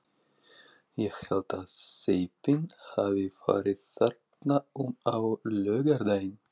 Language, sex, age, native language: Icelandic, male, 40-49, Russian